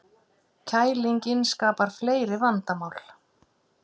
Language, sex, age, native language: Icelandic, female, 50-59, Icelandic